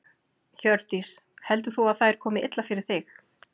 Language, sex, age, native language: Icelandic, female, 40-49, Icelandic